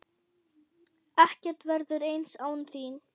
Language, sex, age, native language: Icelandic, female, 8, German